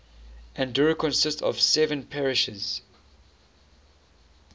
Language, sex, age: English, male, 19